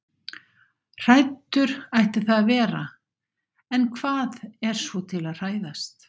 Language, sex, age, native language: Icelandic, female, 60-69, Icelandic